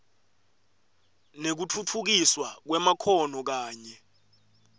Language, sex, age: Swati, male, 18